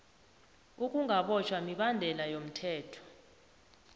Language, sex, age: South Ndebele, female, 29